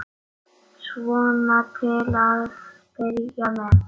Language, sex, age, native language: Icelandic, male, 8, Icelandic